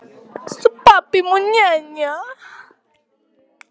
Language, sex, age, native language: Icelandic, male, 18-19, Icelandic